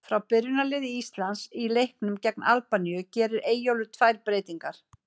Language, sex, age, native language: Icelandic, female, 50-59, Icelandic